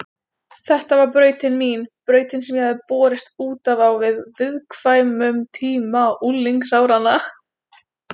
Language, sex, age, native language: Icelandic, female, 20-29, Icelandic